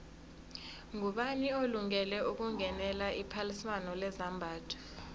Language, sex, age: South Ndebele, female, 22